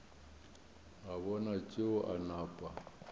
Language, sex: Northern Sotho, male